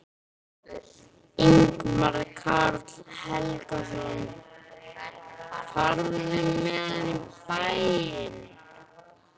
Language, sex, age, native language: Icelandic, male, 12, Icelandic